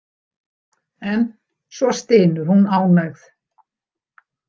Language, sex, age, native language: Icelandic, female, 60-69, Icelandic